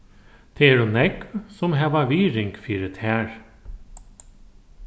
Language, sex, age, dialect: Faroese, male, 36-60, Norðurstreymoy/Eysturoy